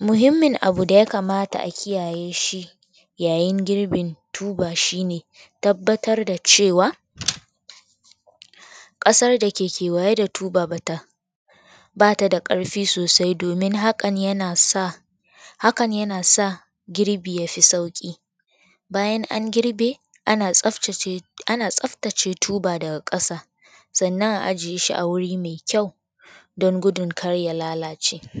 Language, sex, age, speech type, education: Hausa, female, 15-29, spontaneous, tertiary